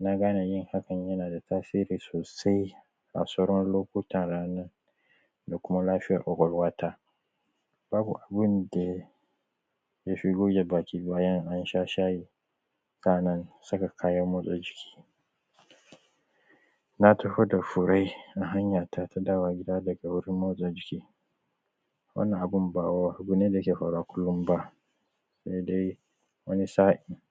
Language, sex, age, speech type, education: Hausa, male, 30-45, spontaneous, primary